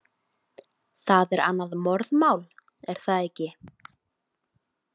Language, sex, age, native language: Icelandic, female, 18-19, Icelandic